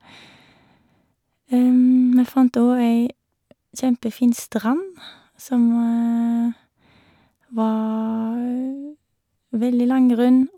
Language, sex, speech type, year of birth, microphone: Norwegian, female, spontaneous, 1978, Shure